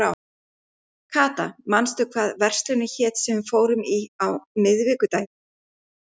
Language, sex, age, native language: Icelandic, female, 11, Icelandic